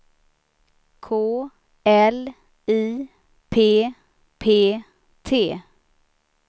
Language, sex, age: Swedish, female, 29